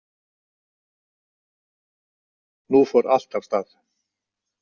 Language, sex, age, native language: Icelandic, male, 60-69, Icelandic